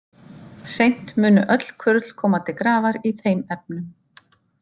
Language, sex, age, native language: Icelandic, female, 50-59, Icelandic